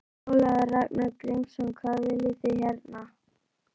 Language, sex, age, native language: Icelandic, female, 11, Icelandic